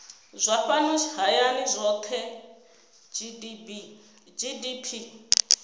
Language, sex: Venda, female